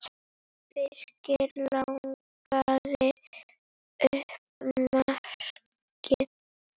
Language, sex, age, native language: Icelandic, female, 8, Icelandic